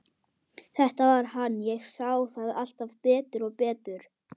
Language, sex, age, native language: Icelandic, male, 11, Icelandic